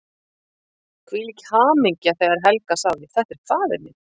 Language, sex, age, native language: Icelandic, female, 50-59, Icelandic